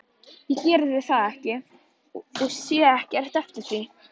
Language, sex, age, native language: Icelandic, female, 11, Icelandic